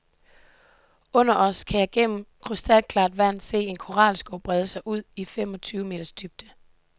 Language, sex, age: Danish, female, 18